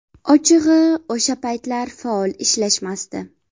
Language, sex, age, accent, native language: Uzbek, female, 18-24, Farg'ona, Uzbek